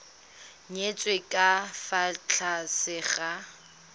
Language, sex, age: Tswana, female, 19